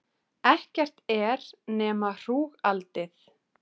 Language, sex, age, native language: Icelandic, female, 30-39, Icelandic